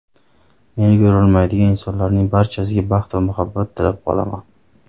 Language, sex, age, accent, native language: Uzbek, male, 30-39, Farg'ona, Uzbek